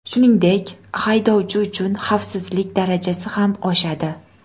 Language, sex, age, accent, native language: Uzbek, female, 18-24, Namangan, Uzbek